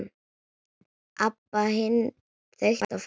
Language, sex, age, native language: Icelandic, female, 9, Icelandic